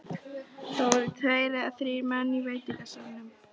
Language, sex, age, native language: Icelandic, female, 13, Icelandic